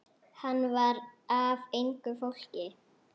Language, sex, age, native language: Icelandic, female, 9, Icelandic